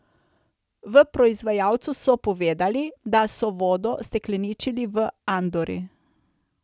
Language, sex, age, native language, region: Slovenian, female, 30-49, Slovenian, Coastal Karst region